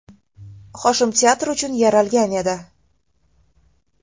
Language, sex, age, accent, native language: Uzbek, female, 18-24, Toshkent shahri, Uzbek